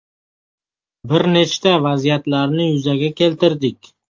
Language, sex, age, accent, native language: Uzbek, male, 18-24, Farg'ona, Uzbek